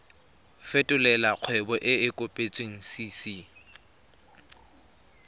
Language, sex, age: Tswana, male, 23